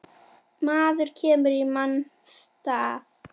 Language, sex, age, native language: Icelandic, female, 10, Icelandic